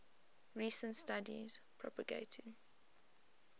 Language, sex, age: English, female, 20